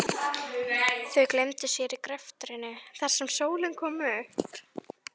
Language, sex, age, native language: Icelandic, female, 11, Icelandic